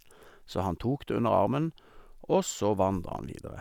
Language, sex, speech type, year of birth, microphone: Norwegian, male, spontaneous, 1973, Sennheiser